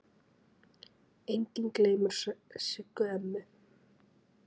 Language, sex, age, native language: Icelandic, female, 9, Icelandic